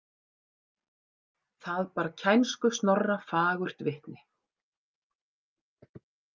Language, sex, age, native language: Icelandic, female, 50-59, Icelandic